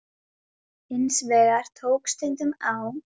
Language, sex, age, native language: Icelandic, female, 10, Icelandic